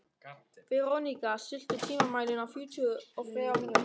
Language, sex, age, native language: Icelandic, male, 13, German